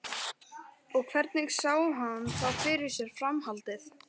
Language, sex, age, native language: Icelandic, female, 11, Icelandic